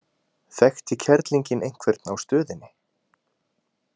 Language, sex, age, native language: Icelandic, male, 20-29, Icelandic